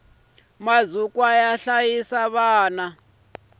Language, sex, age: Tsonga, male, 26